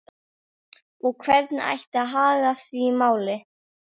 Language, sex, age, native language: Icelandic, female, 12, Icelandic